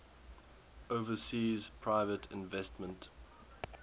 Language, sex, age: English, male, 21